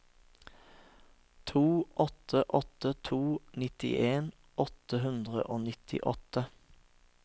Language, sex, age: Norwegian, male, 36